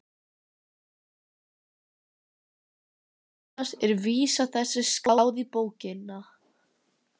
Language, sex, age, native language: Icelandic, other, 11, Icelandic